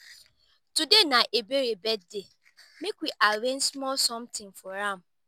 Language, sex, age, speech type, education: Nigerian Pidgin, female, 15-29, spontaneous, tertiary